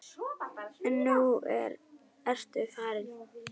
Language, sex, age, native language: Icelandic, female, 10, Icelandic